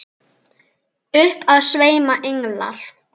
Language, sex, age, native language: Icelandic, female, 10, Icelandic